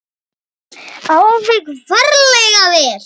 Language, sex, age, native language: Icelandic, male, 7, Icelandic